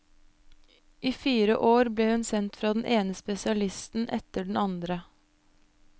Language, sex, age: Norwegian, female, 25